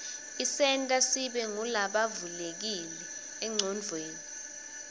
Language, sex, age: Swati, female, 22